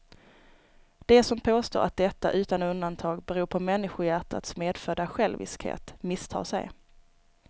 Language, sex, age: Swedish, female, 29